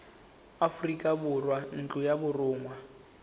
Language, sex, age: Tswana, male, 19